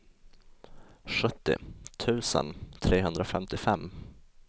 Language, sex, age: Swedish, male, 20